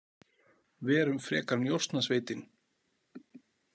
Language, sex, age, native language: Icelandic, male, 40-49, Icelandic